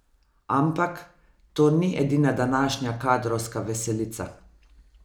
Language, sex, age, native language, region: Slovenian, female, 50-59, Slovenian, Savinja region